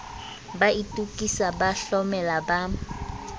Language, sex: Southern Sotho, female